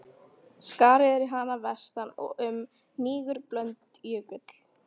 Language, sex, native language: Icelandic, female, Icelandic